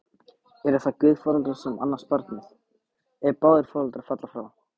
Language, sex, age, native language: Icelandic, male, 18-19, Icelandic